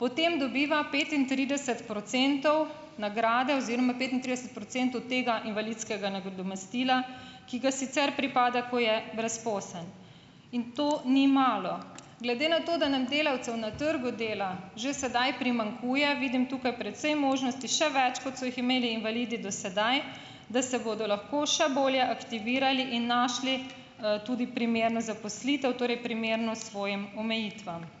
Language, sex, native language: Slovenian, female, Slovenian